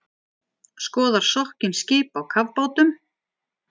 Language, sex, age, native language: Icelandic, female, 40-49, Icelandic